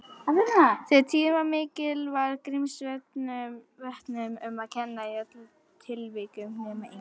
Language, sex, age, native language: Icelandic, female, 40-49, Icelandic